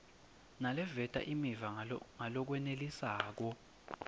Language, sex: Swati, male